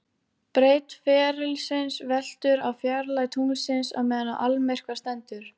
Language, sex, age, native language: Icelandic, female, 18-19, Icelandic